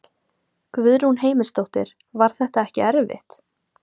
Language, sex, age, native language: Icelandic, female, 18-19, Icelandic